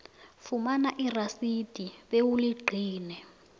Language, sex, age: South Ndebele, female, 19